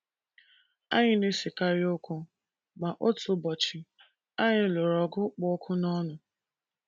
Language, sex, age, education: Igbo, female, 15-29, tertiary